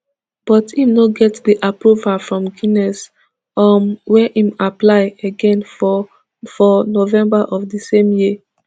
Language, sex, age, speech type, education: Nigerian Pidgin, female, 15-29, spontaneous, tertiary